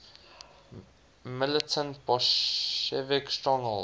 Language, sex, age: English, male, 19